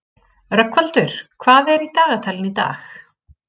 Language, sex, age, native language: Icelandic, female, 30-39, Icelandic